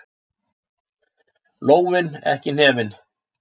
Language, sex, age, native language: Icelandic, male, 60-69, Icelandic